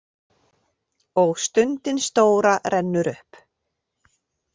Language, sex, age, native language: Icelandic, female, 40-49, Icelandic